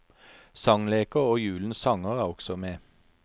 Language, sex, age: Norwegian, male, 43